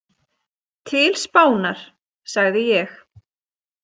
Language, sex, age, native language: Icelandic, female, 30-39, Icelandic